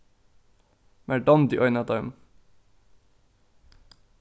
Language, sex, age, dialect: Faroese, male, 15-35, Norðuroyggjar